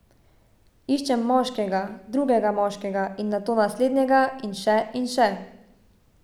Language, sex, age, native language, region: Slovenian, female, 18-29, Slovenian, Savinja region